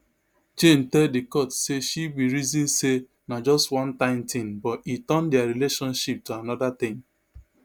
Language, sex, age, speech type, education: Nigerian Pidgin, male, 30-45, spontaneous, tertiary